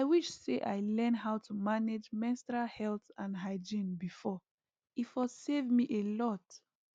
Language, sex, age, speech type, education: Nigerian Pidgin, female, 15-29, spontaneous, tertiary